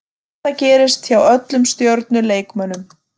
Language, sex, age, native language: Icelandic, female, 30-39, Icelandic